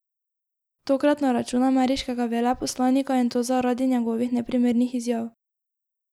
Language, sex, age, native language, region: Slovenian, female, 18-29, Slovenian, Drava region